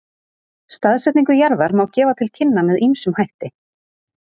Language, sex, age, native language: Icelandic, female, 30-39, Icelandic